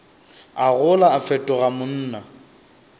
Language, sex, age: Northern Sotho, male, 25